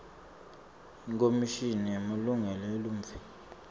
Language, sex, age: Swati, male, 24